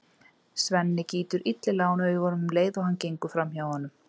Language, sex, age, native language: Icelandic, female, 30-39, Icelandic